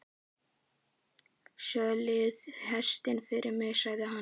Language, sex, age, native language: Icelandic, male, 11, Icelandic